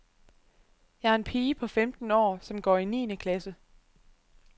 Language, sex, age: Danish, female, 25